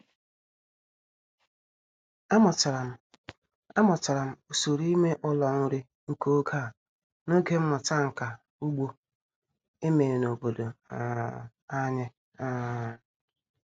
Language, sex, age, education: Igbo, female, 30-45, tertiary